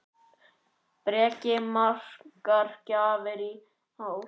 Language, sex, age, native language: Icelandic, male, 9, Icelandic